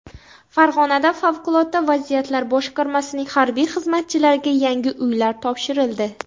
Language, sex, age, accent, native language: Uzbek, female, under 19, Xorazm, Uzbek